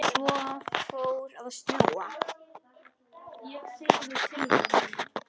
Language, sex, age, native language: Icelandic, male, 10, Icelandic